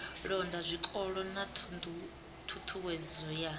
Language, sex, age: Venda, female, 25